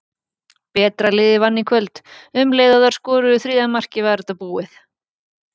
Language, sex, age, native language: Icelandic, female, 40-49, Icelandic